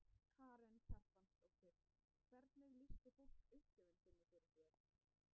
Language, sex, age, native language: Icelandic, female, 20-29, Icelandic